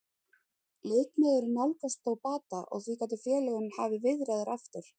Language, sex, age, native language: Icelandic, female, 30-39, Icelandic